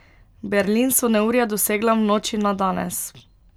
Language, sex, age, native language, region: Slovenian, female, 18-29, Slovenian, Pomurje region